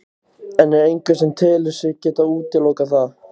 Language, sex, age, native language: Icelandic, other, 15, Icelandic